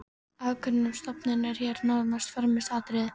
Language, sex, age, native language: Icelandic, female, 13, Icelandic